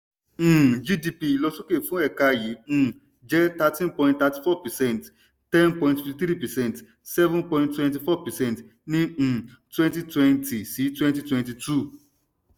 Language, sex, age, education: Yoruba, male, 15-29, tertiary